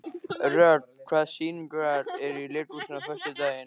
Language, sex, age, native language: Icelandic, male, 13, Icelandic